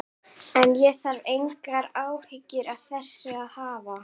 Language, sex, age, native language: Icelandic, female, 11, Icelandic